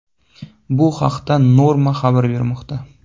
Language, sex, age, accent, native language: Uzbek, male, 18-24, Farg'ona, Uzbek